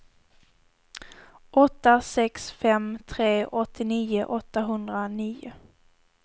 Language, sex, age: Swedish, female, 18